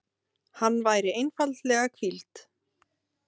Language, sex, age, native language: Icelandic, female, 30-39, Icelandic